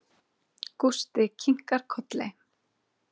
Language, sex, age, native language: Icelandic, female, 30-39, Icelandic